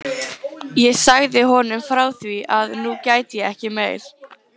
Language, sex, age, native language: Icelandic, female, 18-19, Icelandic